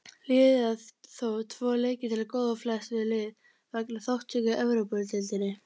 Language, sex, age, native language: Icelandic, female, 30-39, Icelandic